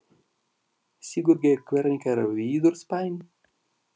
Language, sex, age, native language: Icelandic, male, 40-49, Russian